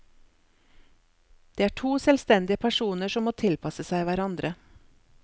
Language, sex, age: Norwegian, female, 47